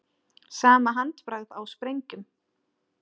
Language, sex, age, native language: Icelandic, female, 30-39, Icelandic